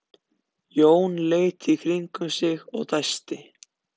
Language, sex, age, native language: Icelandic, other, 14, Icelandic